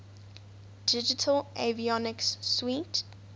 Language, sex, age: English, female, 19